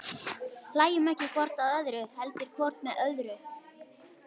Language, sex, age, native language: Icelandic, male, 11, Icelandic